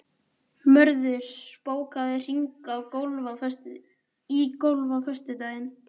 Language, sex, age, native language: Icelandic, male, 12, Icelandic